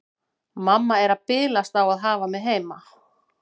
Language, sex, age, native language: Icelandic, female, 40-49, Icelandic